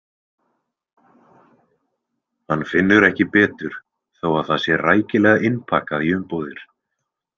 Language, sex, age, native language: Icelandic, male, 20-29, Icelandic